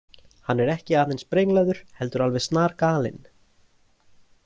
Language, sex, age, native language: Icelandic, male, 20-29, Icelandic